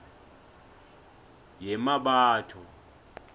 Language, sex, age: South Ndebele, male, 25